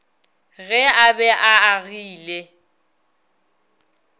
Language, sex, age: Northern Sotho, female, 22